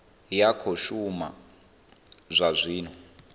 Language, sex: Venda, male